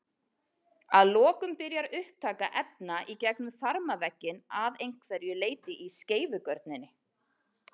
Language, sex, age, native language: Icelandic, female, 40-49, Icelandic